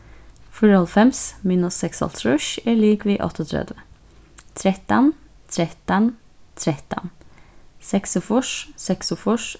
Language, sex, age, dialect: Faroese, female, 15-35, Suðurstreymoy